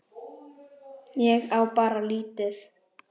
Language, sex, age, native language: Icelandic, male, 10, Icelandic